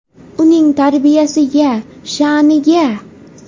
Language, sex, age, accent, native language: Uzbek, female, 19-29, Farg'ona, Uzbek